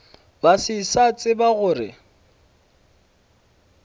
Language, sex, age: Northern Sotho, male, 26